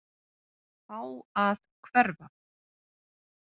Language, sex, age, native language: Icelandic, female, 30-39, Icelandic